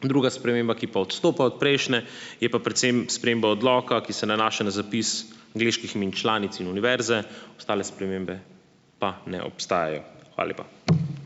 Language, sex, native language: Slovenian, male, Slovenian